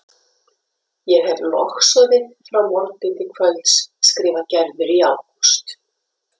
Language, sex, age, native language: Icelandic, female, 50-59, Icelandic